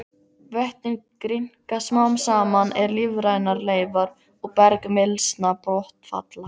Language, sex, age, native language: Icelandic, female, 15, Icelandic